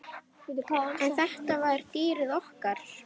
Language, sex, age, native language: Icelandic, female, 10, Icelandic